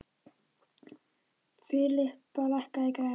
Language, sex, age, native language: Icelandic, female, 13, Icelandic